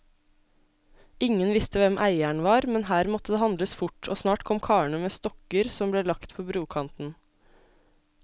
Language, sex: Norwegian, female